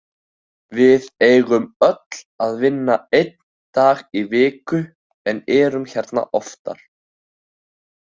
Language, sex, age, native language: Icelandic, male, 18-19, Icelandic